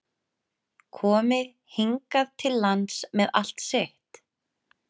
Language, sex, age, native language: Icelandic, female, 30-39, Icelandic